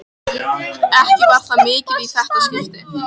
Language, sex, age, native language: Icelandic, female, 13, Icelandic